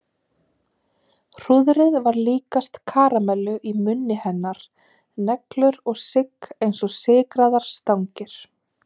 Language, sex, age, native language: Icelandic, female, 30-39, Icelandic